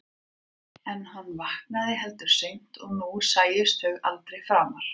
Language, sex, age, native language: Icelandic, female, 30-39, Icelandic